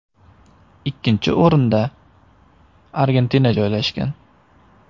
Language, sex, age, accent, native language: Uzbek, male, 18-24, Samarqand, Uzbek